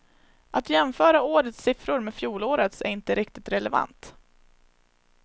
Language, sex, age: Swedish, female, 21